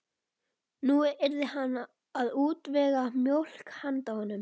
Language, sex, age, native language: Icelandic, male, 11, Icelandic